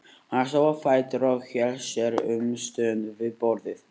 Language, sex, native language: Icelandic, male, Icelandic